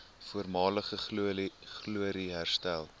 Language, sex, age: Afrikaans, male, 19